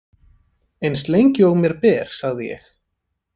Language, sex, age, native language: Icelandic, male, 30-39, Icelandic